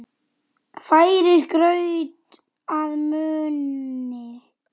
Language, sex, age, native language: Icelandic, female, 9, Icelandic